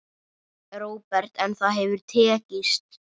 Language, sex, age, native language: Icelandic, male, 9, Icelandic